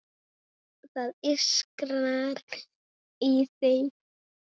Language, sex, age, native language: Icelandic, male, 7, Icelandic